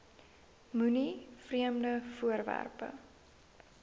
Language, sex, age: Afrikaans, female, 19